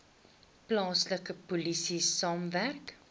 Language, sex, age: Afrikaans, female, 21